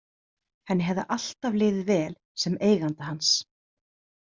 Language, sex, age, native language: Icelandic, female, 30-39, Icelandic